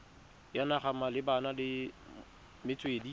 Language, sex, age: Tswana, male, 25